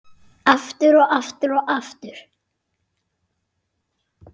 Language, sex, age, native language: Icelandic, male, 7, Icelandic